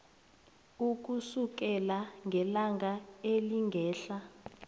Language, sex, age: South Ndebele, female, 23